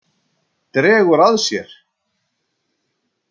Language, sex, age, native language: Icelandic, male, 60-69, Icelandic